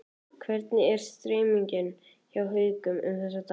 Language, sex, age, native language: Icelandic, male, 14, Icelandic